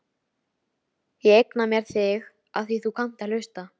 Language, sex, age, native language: Icelandic, female, 13, Icelandic